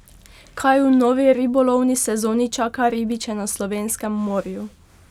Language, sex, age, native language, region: Slovenian, female, 12-17, Slovenian, Pomurje region